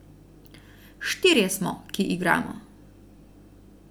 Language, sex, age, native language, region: Slovenian, female, 30-49, Slovenian, Central Slovenia